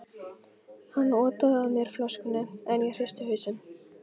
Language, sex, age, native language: Icelandic, female, 15, Icelandic